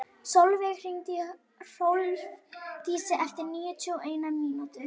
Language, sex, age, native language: Icelandic, female, 18-19, Icelandic